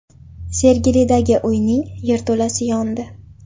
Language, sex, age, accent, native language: Uzbek, female, 18-24, Farg'ona, Uzbek